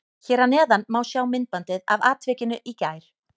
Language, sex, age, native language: Icelandic, female, 30-39, Icelandic